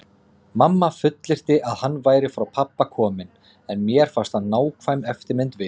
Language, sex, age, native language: Icelandic, male, 30-39, Icelandic